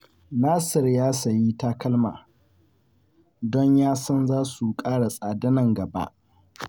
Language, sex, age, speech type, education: Hausa, male, 15-29, spontaneous, secondary